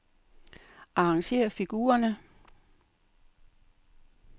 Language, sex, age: Danish, female, 58